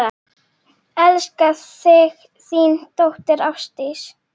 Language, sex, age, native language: Icelandic, female, 9, Icelandic